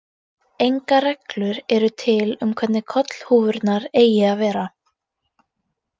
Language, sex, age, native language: Icelandic, female, 18-19, Icelandic